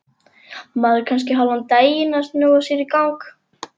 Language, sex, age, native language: Icelandic, male, 11, Icelandic